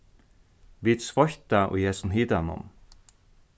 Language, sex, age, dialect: Faroese, male, 36-60, Norðurstreymoy/Eysturoy